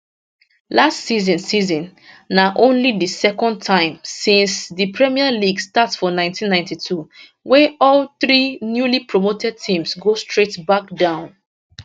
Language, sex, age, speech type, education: Nigerian Pidgin, female, 15-29, spontaneous, tertiary